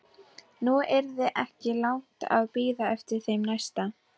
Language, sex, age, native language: Icelandic, female, 12, Icelandic